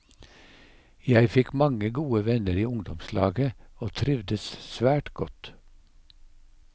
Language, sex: Norwegian, male